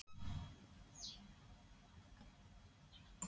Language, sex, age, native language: Icelandic, female, 60-69, Swedish